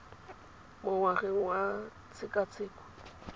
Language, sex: Tswana, female